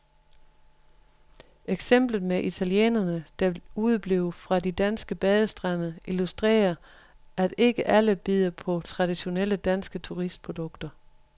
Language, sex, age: Danish, female, 43